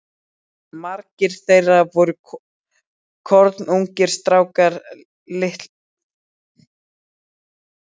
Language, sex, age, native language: Icelandic, male, 12, Icelandic